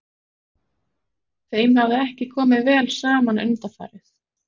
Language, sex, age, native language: Icelandic, male, 40-49, Icelandic